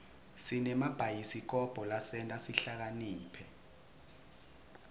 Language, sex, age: Swati, male, 21